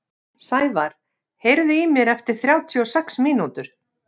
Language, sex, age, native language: Icelandic, female, 50-59, Icelandic